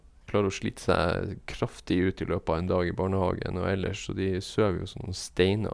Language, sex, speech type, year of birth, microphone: Norwegian, male, spontaneous, 1972, Sennheiser